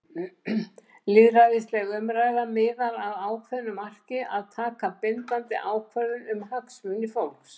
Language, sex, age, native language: Icelandic, female, 70-79, Icelandic